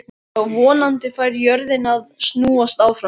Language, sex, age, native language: Icelandic, male, 13, Icelandic